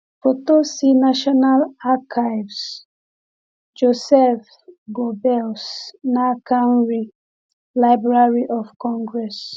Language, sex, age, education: Igbo, female, 15-29, tertiary